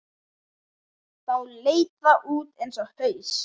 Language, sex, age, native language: Icelandic, male, 11, Icelandic